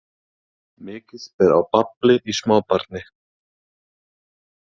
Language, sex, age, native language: Icelandic, male, 30-39, Icelandic